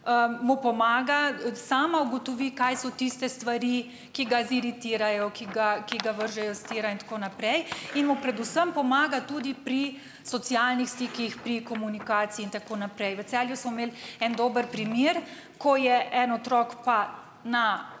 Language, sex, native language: Slovenian, female, Slovenian